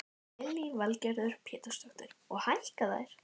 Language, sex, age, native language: Icelandic, female, 11, Icelandic